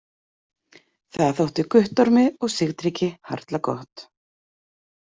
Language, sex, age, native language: Icelandic, female, 40-49, Icelandic